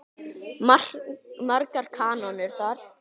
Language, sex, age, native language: Icelandic, male, 9, Icelandic